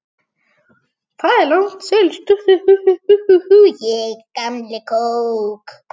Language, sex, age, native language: Icelandic, male, 9, Icelandic